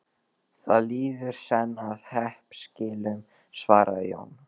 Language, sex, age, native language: Icelandic, male, 12, Icelandic